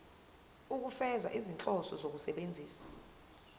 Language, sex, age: Zulu, female, 22